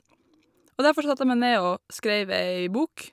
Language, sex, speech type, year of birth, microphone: Norwegian, female, spontaneous, 1990, Shure